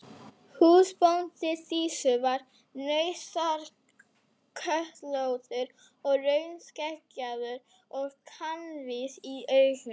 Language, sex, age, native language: Icelandic, female, 11, Icelandic